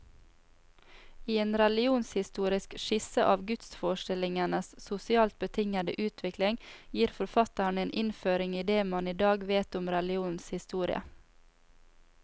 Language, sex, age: Norwegian, female, 28